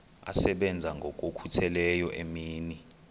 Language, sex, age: Xhosa, male, 23